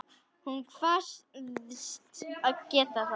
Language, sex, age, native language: Icelandic, female, 10, Icelandic